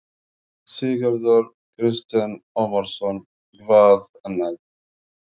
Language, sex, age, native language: Icelandic, male, 40-49, Arabic